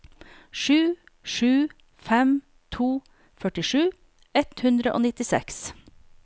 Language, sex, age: Norwegian, female, 48